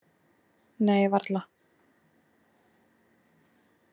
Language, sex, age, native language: Icelandic, female, 20-29, Icelandic